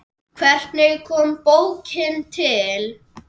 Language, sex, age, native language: Icelandic, male, 10, Icelandic